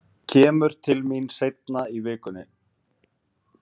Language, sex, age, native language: Icelandic, male, 30-39, Icelandic